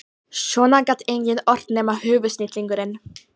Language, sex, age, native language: Icelandic, female, 14, Polish